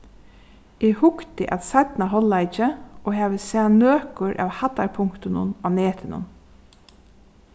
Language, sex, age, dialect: Faroese, female, 36-60, Suðurstreymoy